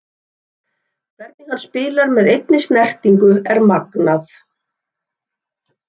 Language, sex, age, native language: Icelandic, female, 60-69, Icelandic